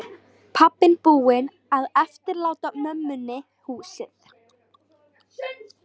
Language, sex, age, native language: Icelandic, female, 13, Icelandic